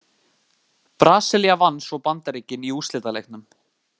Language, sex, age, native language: Icelandic, male, 18-19, Icelandic